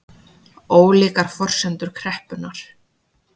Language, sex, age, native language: Icelandic, female, 20-29, Icelandic